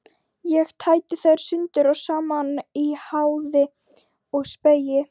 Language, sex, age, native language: Icelandic, female, 12, Icelandic